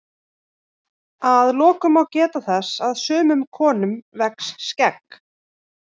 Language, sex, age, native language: Icelandic, female, 18-19, Icelandic